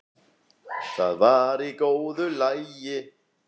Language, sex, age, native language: Icelandic, female, 8, Icelandic